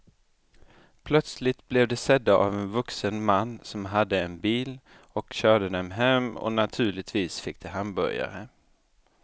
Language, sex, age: Swedish, male, 29